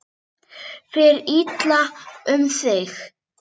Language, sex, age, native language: Icelandic, female, 8, Icelandic